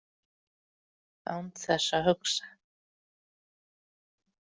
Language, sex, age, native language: Icelandic, female, 40-49, Icelandic